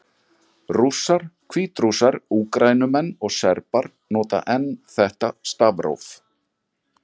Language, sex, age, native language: Icelandic, male, 40-49, Icelandic